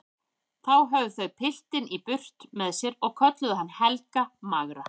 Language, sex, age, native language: Icelandic, female, 30-39, Icelandic